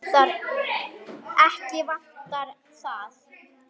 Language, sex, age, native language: Icelandic, female, 10, Icelandic